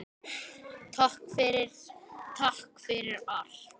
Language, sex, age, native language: Icelandic, male, 10, Icelandic